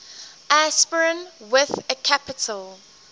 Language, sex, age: English, female, 18